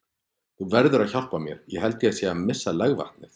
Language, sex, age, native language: Icelandic, male, 40-49, Icelandic